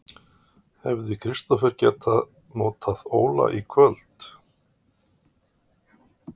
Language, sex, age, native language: Icelandic, male, 50-59, Icelandic